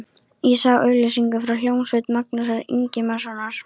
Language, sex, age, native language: Icelandic, female, 13, Icelandic